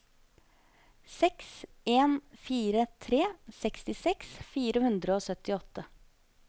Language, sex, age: Norwegian, female, 25